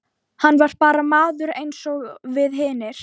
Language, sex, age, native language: Icelandic, female, 12, Icelandic